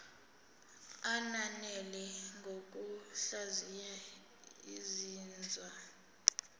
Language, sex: Zulu, female